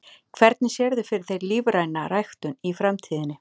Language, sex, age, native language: Icelandic, female, 40-49, Icelandic